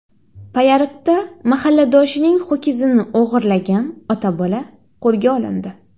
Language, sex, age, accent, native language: Uzbek, female, 19-29, Xorazm, Uzbek